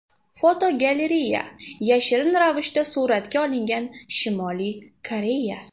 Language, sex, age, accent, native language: Uzbek, female, 12-17, Farg'ona, Uzbek